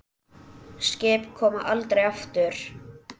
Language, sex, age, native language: Icelandic, male, 10, Icelandic